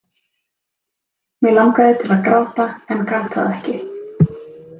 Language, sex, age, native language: Icelandic, female, 20-29, Icelandic